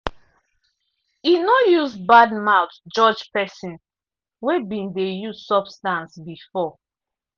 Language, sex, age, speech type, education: Nigerian Pidgin, female, 15-29, spontaneous, tertiary